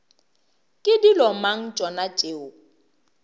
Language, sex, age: Northern Sotho, female, 23